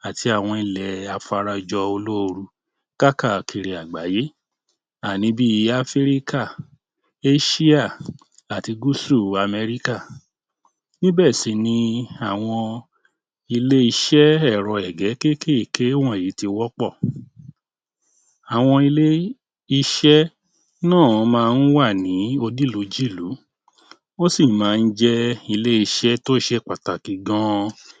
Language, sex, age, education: Yoruba, male, 30-45, tertiary